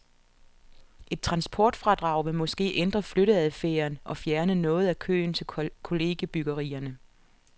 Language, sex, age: Danish, female, 47